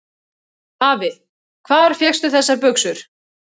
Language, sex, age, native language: Icelandic, female, 7, Icelandic